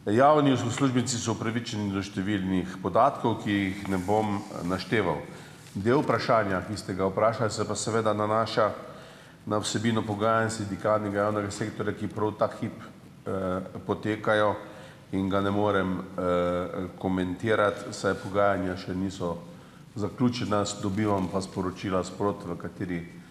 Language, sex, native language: Slovenian, male, Slovenian